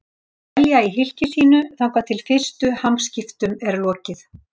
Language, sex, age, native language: Icelandic, female, 60-69, Icelandic